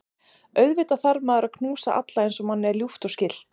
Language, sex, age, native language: Icelandic, female, 30-39, Icelandic